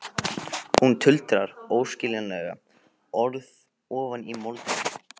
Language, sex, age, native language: Icelandic, male, 15, Icelandic